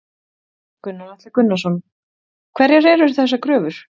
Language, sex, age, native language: Icelandic, female, 30-39, Icelandic